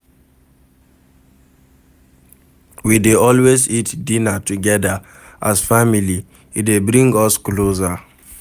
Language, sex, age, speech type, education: Nigerian Pidgin, male, 46-60, read, secondary